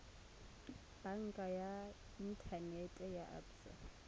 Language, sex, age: Tswana, female, 24